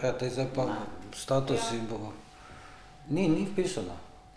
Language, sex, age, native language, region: Slovenian, male, 50-59, Slovenian, Drava region